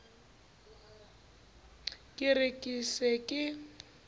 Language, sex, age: Southern Sotho, female, 29